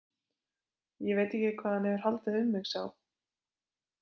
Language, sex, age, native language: Icelandic, female, 20-29, Icelandic